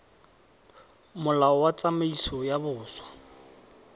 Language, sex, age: Tswana, male, 18